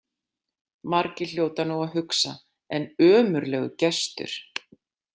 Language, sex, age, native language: Icelandic, female, 40-49, Icelandic